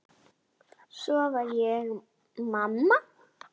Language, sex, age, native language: Icelandic, female, 8, Icelandic